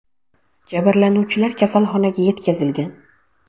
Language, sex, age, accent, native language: Uzbek, female, 12-17, Sirdaryo, Uzbek